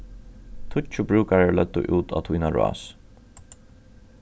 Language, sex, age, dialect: Faroese, male, 36-60, Norðurstreymoy/Eysturoy